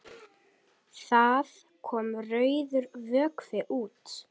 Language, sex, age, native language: Icelandic, female, 10, Icelandic